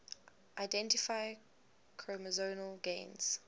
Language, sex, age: English, female, 19